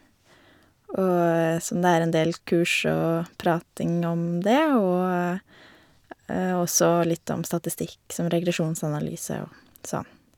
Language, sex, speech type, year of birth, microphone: Norwegian, female, spontaneous, 1987, Shure